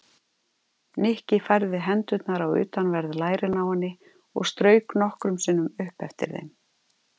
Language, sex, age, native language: Icelandic, female, 50-59, Icelandic